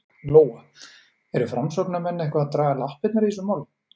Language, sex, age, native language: Icelandic, male, 40-49, Icelandic